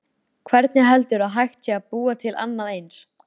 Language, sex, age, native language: Icelandic, female, 13, Icelandic